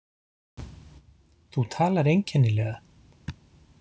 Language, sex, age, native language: Icelandic, male, 40-49, Icelandic